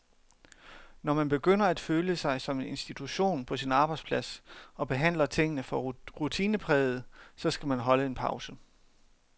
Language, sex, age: Danish, male, 31